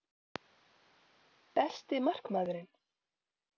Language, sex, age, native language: Icelandic, female, 40-49, Icelandic